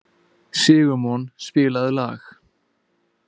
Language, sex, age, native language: Icelandic, male, 20-29, Icelandic